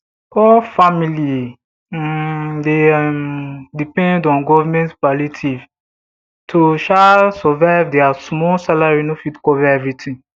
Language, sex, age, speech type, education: Nigerian Pidgin, male, 15-29, spontaneous, tertiary